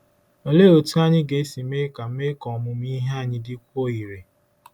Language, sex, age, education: Igbo, male, 15-29, tertiary